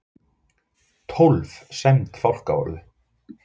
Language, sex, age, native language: Icelandic, male, 40-49, Icelandic